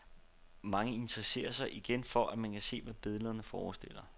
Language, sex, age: Danish, male, 29